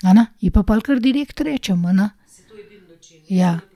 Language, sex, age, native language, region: Slovenian, female, 30-49, Slovenian, Gorenjska region